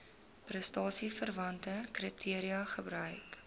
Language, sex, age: Afrikaans, female, 20